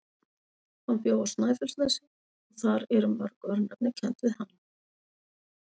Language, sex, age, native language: Icelandic, female, 40-49, Icelandic